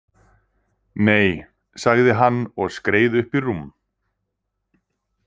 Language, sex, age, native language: Icelandic, male, 30-39, Icelandic